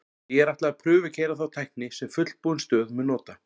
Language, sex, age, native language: Icelandic, male, 40-49, Icelandic